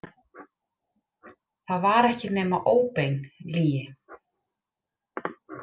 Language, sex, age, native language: Icelandic, female, 30-39, Icelandic